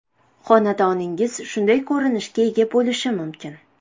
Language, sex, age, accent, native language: Uzbek, female, 18-24, Toshkent shahri, Uzbek